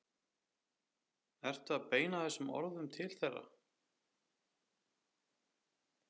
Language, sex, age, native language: Icelandic, male, 30-39, Icelandic